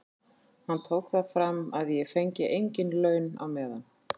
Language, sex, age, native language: Icelandic, female, 40-49, Icelandic